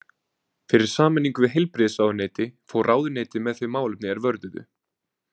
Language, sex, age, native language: Icelandic, male, 20-29, Icelandic